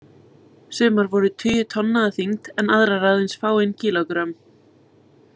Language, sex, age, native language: Icelandic, female, 20-29, Icelandic